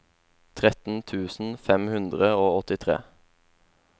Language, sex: Norwegian, male